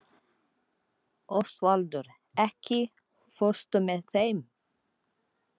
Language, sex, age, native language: Icelandic, female, 40-49, Filipino